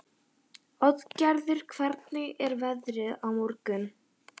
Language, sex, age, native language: Icelandic, female, 11, Icelandic